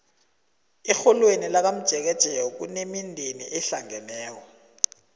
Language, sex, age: South Ndebele, male, 20